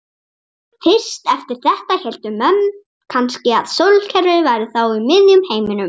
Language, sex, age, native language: Icelandic, female, 30-39, Icelandic